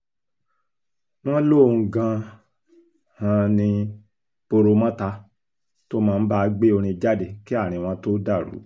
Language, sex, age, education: Yoruba, male, 46-60, tertiary